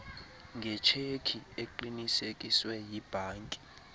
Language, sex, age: Xhosa, male, 20